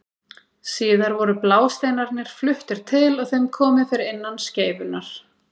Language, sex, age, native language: Icelandic, female, 30-39, Icelandic